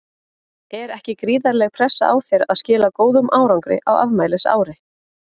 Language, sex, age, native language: Icelandic, female, 30-39, Icelandic